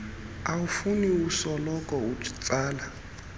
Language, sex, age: Xhosa, male, 32